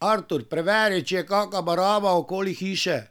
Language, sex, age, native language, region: Slovenian, male, 50-59, Slovenian, Drava region